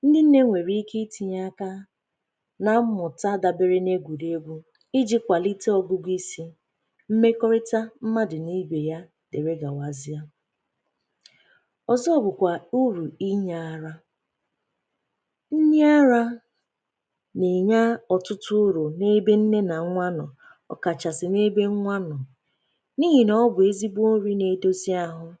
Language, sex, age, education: Igbo, female, 15-29, tertiary